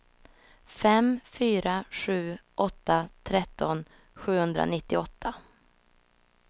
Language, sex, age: Swedish, female, 26